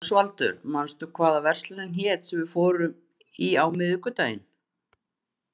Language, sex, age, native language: Icelandic, female, 40-49, Icelandic